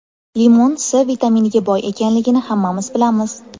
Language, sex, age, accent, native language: Uzbek, female, 18-24, Toshkent shahri, Uzbek